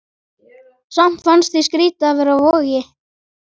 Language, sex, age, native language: Icelandic, male, 12, Icelandic